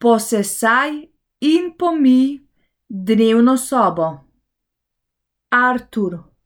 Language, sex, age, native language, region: Slovenian, female, 18-29, Slovenian, Central Slovenia